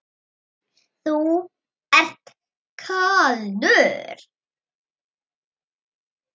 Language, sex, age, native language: Icelandic, female, 7, Icelandic